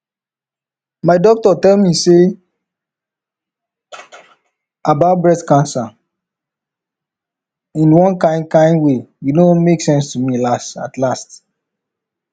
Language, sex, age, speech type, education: Nigerian Pidgin, male, 15-29, spontaneous, tertiary